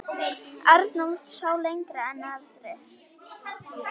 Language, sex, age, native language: Icelandic, female, 9, Icelandic